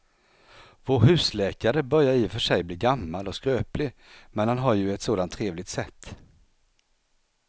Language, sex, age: Swedish, male, 49